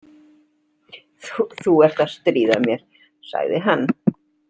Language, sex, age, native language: Icelandic, female, 60-69, Icelandic